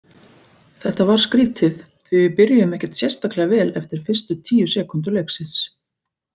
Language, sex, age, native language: Icelandic, female, 40-49, Icelandic